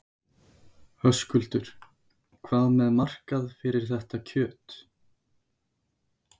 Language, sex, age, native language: Icelandic, male, 20-29, Icelandic